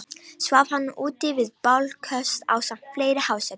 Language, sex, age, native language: Icelandic, female, 18-19, Romanian